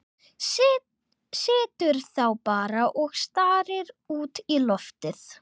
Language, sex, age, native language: Icelandic, other, 11, Icelandic